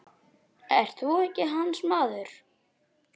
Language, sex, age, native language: Icelandic, male, 9, Icelandic